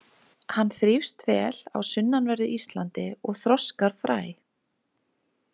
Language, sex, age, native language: Icelandic, female, 20-29, Icelandic